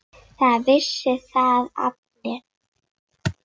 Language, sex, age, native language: Icelandic, female, 6, Icelandic